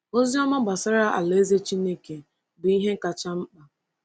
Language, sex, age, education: Igbo, female, 15-29, tertiary